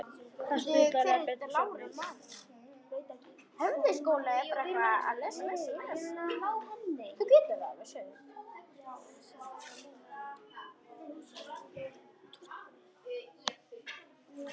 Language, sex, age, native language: Icelandic, male, 10, Icelandic